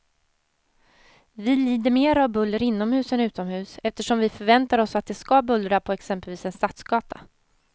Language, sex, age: Swedish, female, 30